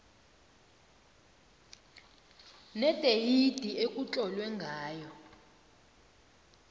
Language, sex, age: South Ndebele, female, 20